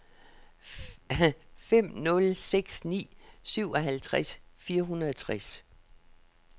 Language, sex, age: Danish, female, 67